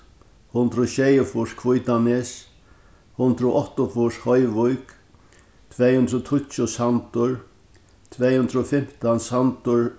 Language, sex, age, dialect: Faroese, male, 61+, Norðurstreymoy/Eysturoy